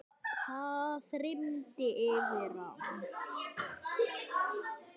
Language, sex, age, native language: Icelandic, male, 9, Icelandic